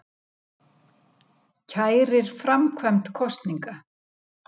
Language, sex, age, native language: Icelandic, female, 70-79, Icelandic